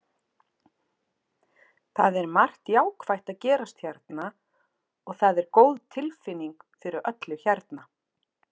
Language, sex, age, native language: Icelandic, female, 40-49, Icelandic